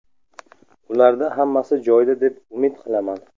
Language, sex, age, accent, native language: Uzbek, male, 25-34, Samarqand, Uzbek